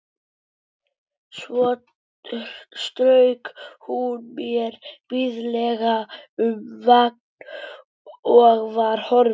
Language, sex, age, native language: Icelandic, male, 12, Icelandic